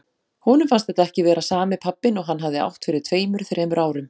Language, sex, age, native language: Icelandic, female, 40-49, Icelandic